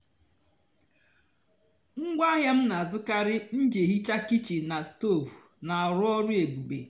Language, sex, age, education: Igbo, female, 46-60, tertiary